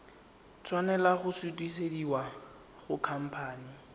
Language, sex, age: Tswana, male, 19